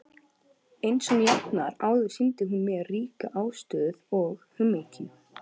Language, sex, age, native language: Icelandic, male, 12, Icelandic